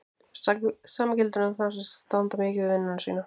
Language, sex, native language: Icelandic, female, Icelandic